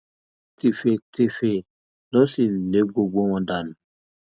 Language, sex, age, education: Yoruba, male, 15-29, tertiary